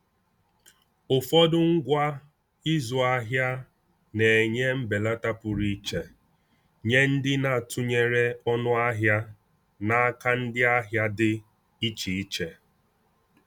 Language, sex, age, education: Igbo, male, 15-29, tertiary